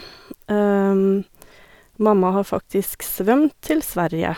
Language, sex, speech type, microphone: Norwegian, female, spontaneous, Sennheiser